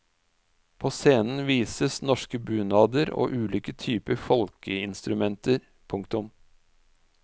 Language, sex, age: Norwegian, male, 46